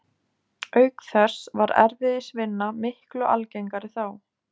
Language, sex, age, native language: Icelandic, female, 20-29, Icelandic